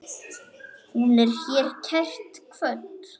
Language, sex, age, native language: Icelandic, male, 9, Icelandic